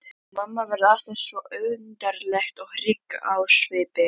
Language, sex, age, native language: Icelandic, female, 11, Icelandic